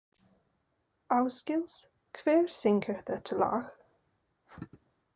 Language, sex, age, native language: Icelandic, female, 20-29, English